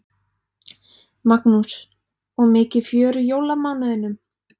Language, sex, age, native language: Icelandic, female, 20-29, Icelandic